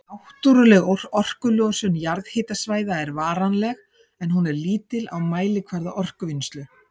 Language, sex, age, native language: Icelandic, female, 50-59, Icelandic